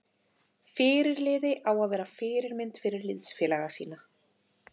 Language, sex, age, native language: Icelandic, female, 30-39, Icelandic